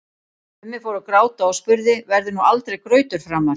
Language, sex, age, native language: Icelandic, female, 40-49, Icelandic